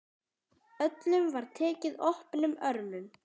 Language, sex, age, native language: Icelandic, female, 10, Icelandic